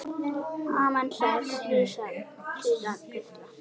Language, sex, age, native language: Icelandic, female, 9, Icelandic